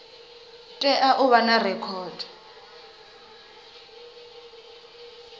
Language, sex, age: Venda, female, 23